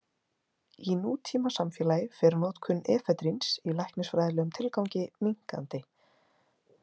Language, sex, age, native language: Icelandic, female, 20-29, Icelandic